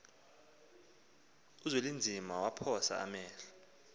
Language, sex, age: Xhosa, male, 19